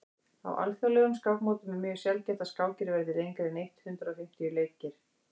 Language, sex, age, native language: Icelandic, female, 40-49, Icelandic